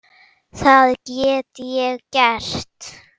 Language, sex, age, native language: Icelandic, female, 8, Icelandic